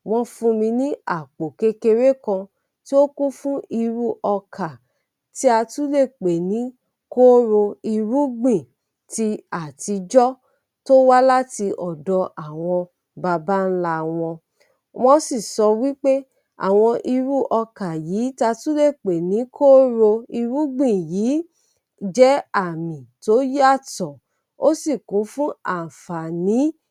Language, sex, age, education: Yoruba, female, 30-45, tertiary